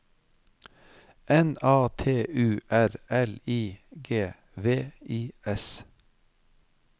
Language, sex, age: Norwegian, male, 55